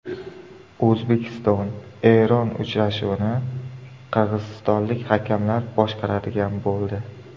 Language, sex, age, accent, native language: Uzbek, male, 25-34, Surxondaryo, Uzbek